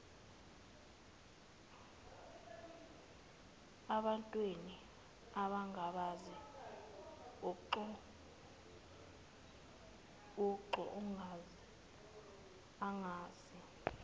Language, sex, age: Zulu, female, 19